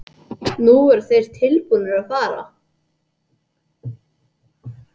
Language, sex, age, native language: Icelandic, male, 80-89, English